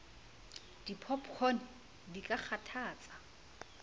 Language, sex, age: Southern Sotho, female, 35